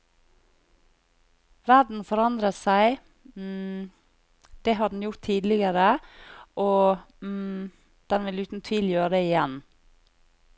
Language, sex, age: Norwegian, female, 40